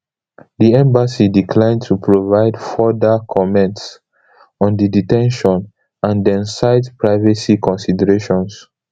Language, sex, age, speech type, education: Nigerian Pidgin, male, 15-29, spontaneous, tertiary